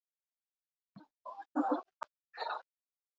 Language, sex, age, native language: Icelandic, female, 30-39, Icelandic